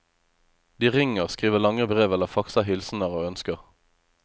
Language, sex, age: Norwegian, male, 25